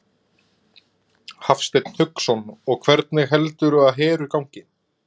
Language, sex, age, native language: Icelandic, male, 20-29, Icelandic